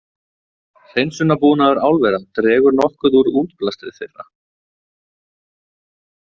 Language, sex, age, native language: Icelandic, male, 20-29, Icelandic